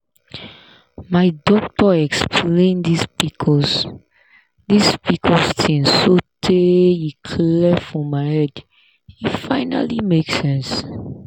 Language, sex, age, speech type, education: Nigerian Pidgin, female, 30-45, spontaneous, tertiary